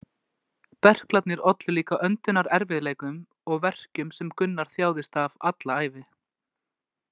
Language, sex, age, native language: Icelandic, male, 20-29, Icelandic